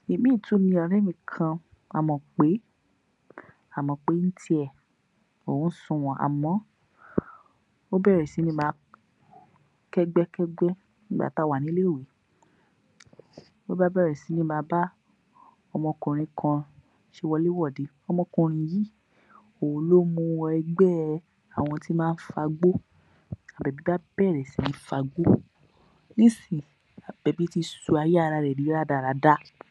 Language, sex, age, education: Yoruba, female, 46-60, tertiary